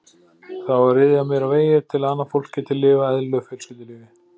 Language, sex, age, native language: Icelandic, male, 40-49, Icelandic